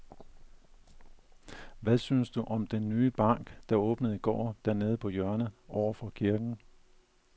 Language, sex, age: Danish, male, 41